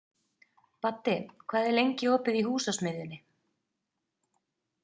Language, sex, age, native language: Icelandic, female, 30-39, Icelandic